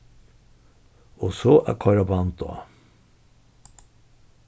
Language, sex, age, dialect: Faroese, male, 61+, Suðurstreymoy